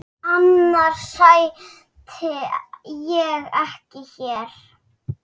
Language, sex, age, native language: Icelandic, female, 6, Icelandic